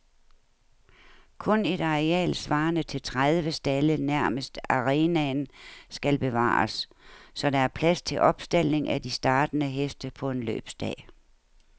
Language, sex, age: Danish, female, 69